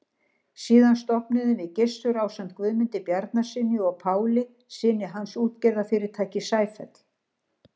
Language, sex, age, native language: Icelandic, female, 60-69, Icelandic